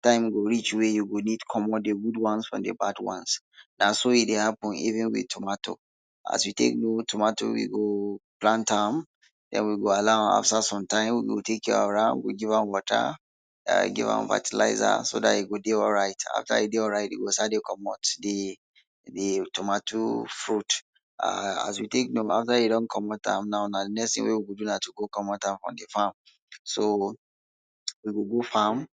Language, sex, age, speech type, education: Nigerian Pidgin, male, 30-45, spontaneous, tertiary